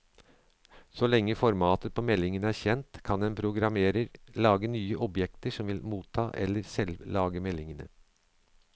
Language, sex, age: Norwegian, male, 63